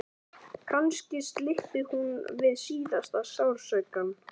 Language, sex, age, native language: Icelandic, male, 11, Icelandic